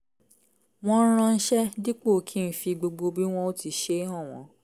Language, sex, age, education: Yoruba, female, 15-29, tertiary